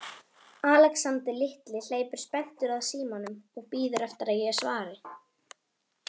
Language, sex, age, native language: Icelandic, female, 18-19, Icelandic